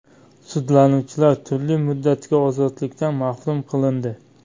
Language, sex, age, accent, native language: Uzbek, male, 25-34, Toshkent viloyati, Uzbek